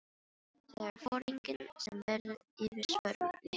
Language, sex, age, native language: Icelandic, female, 18-19, Filipino